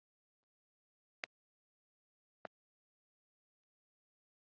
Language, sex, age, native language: Icelandic, female, 9, Icelandic